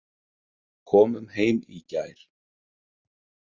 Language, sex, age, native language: Icelandic, male, 30-39, Icelandic